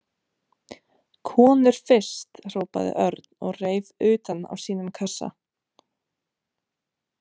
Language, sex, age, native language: Icelandic, female, 30-39, Romanian